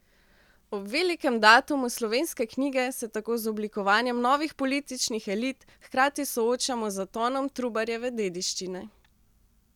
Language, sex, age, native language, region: Slovenian, female, 18-29, Slovenian, Central Slovenia